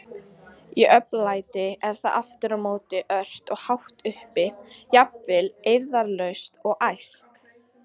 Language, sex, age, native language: Icelandic, female, 40-49, Icelandic